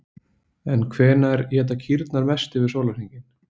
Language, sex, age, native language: Icelandic, male, 20-29, Icelandic